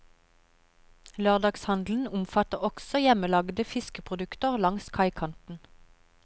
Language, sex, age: Norwegian, female, 31